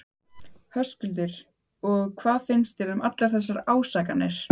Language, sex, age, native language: Icelandic, female, 15, Icelandic